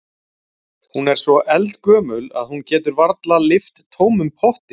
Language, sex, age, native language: Icelandic, male, 40-49, Icelandic